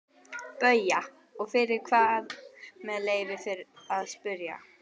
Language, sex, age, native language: Icelandic, female, 12, Icelandic